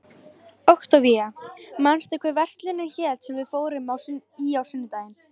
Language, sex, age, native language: Icelandic, female, 13, Icelandic